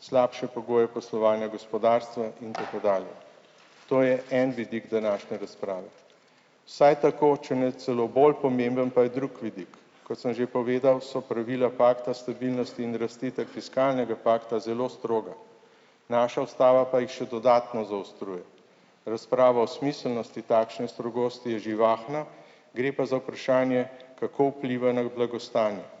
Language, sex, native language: Slovenian, male, Slovenian